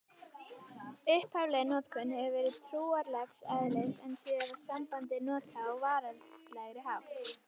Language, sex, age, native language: Icelandic, female, 18-19, Icelandic